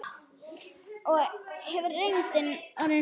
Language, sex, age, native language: Icelandic, female, 9, Icelandic